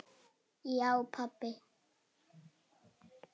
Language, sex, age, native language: Icelandic, female, 7, Icelandic